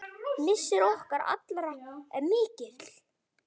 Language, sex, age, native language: Icelandic, male, 9, Icelandic